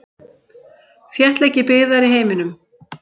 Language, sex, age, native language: Icelandic, male, 18-19, Icelandic